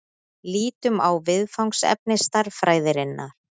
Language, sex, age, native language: Icelandic, female, 30-39, Icelandic